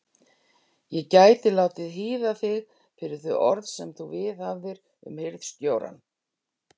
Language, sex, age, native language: Icelandic, female, 60-69, Icelandic